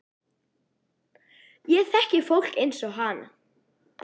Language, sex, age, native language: Icelandic, female, 11, Icelandic